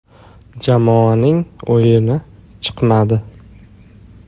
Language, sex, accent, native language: Uzbek, male, Toshkent shahri, Uzbek